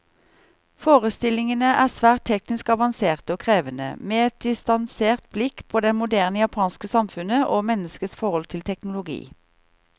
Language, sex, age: Norwegian, female, 38